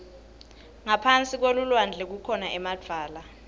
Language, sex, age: Swati, female, 21